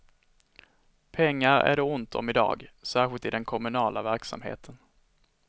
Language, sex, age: Swedish, male, 21